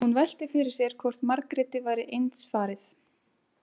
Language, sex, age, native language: Icelandic, female, 18-19, Icelandic